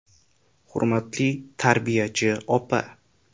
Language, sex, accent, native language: Uzbek, male, Toshkent shahri, Uzbek